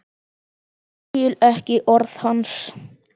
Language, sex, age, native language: Icelandic, male, 10, Icelandic